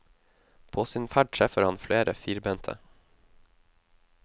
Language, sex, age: Norwegian, male, 19